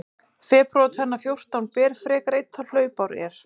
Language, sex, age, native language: Icelandic, female, 30-39, Icelandic